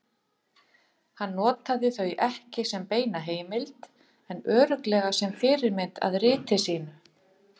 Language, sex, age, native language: Icelandic, female, 50-59, Icelandic